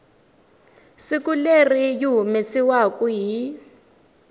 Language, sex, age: Tsonga, female, 19